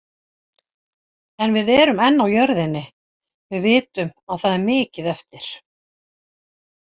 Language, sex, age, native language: Icelandic, female, 60-69, Icelandic